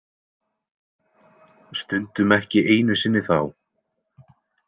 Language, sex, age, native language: Icelandic, male, 20-29, Icelandic